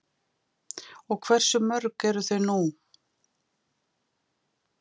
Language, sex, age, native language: Icelandic, female, 50-59, Icelandic